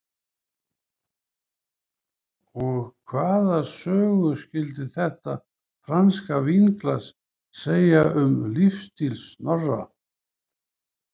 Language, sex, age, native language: Icelandic, male, 70-79, Icelandic